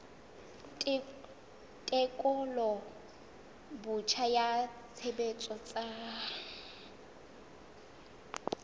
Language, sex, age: Southern Sotho, female, 22